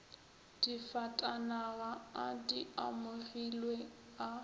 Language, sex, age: Northern Sotho, female, 21